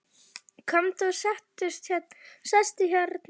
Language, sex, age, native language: Icelandic, female, 11, Icelandic